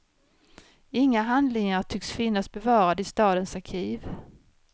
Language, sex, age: Swedish, female, 53